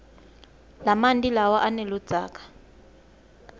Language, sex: Swati, female